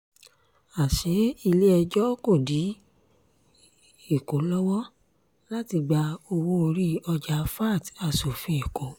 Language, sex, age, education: Yoruba, female, 30-45, tertiary